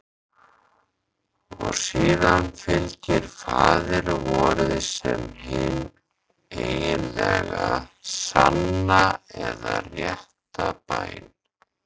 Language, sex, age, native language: Icelandic, male, 30-39, Icelandic